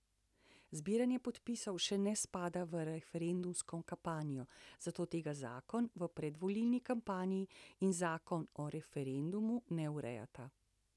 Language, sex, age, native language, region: Slovenian, female, 60+, Slovenian, Central Slovenia